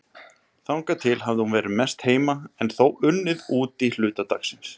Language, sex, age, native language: Icelandic, male, 30-39, Icelandic